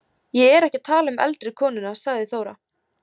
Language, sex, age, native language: Icelandic, female, 18-19, Icelandic